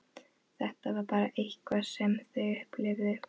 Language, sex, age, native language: Icelandic, female, 11, Icelandic